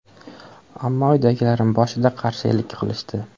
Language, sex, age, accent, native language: Uzbek, male, 18-24, Andijon, Uzbek